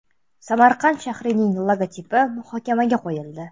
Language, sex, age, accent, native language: Uzbek, female, 19-29, Surxondaryo, Uzbek